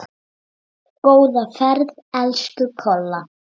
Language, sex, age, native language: Icelandic, male, 7, Icelandic